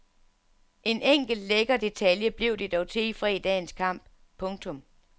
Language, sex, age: Danish, female, 47